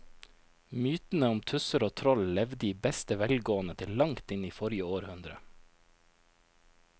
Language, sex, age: Norwegian, male, 29